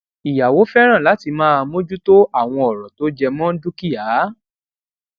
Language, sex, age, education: Yoruba, male, 15-29, tertiary